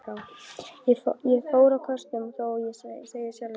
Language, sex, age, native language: Icelandic, female, 12, Icelandic